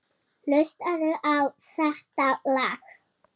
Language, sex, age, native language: Icelandic, female, 20-29, Icelandic